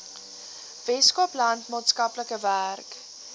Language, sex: Afrikaans, female